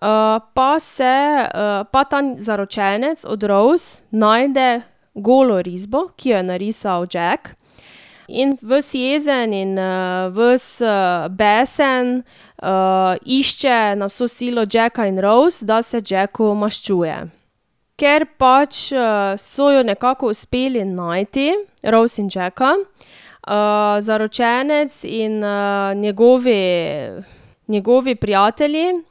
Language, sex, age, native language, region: Slovenian, female, 18-29, Slovenian, Drava region